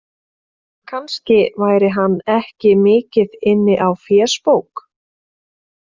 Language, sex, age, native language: Icelandic, female, 30-39, Icelandic